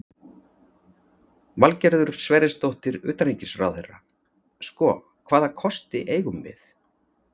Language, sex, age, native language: Icelandic, male, 40-49, Icelandic